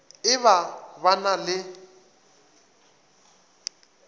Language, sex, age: Northern Sotho, male, 24